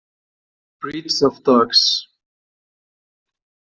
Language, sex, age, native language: Icelandic, male, 40-49, Icelandic